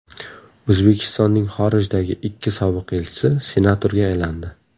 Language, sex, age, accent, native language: Uzbek, male, 18-24, Surxondaryo, Uzbek